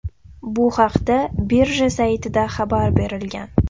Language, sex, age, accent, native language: Uzbek, female, 12-17, Toshkent viloyati, Uzbek